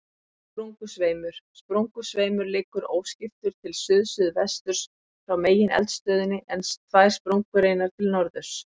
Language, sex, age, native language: Icelandic, female, 50-59, Icelandic